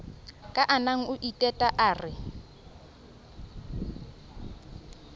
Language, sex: Southern Sotho, female